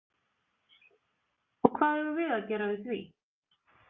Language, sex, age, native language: Icelandic, female, 30-39, Icelandic